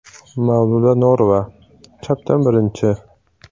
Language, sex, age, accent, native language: Uzbek, male, 18-24, Samarqand, Uzbek